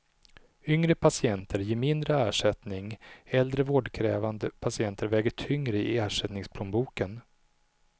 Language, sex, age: Swedish, male, 37